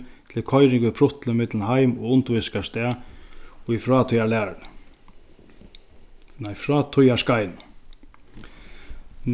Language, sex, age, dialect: Faroese, male, 36-60, Sandoy